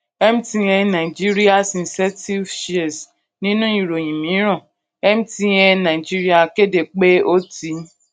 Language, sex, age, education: Yoruba, female, 15-29, secondary